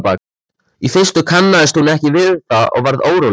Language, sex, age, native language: Icelandic, male, 14, Icelandic